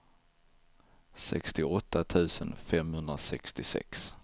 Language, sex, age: Swedish, male, 23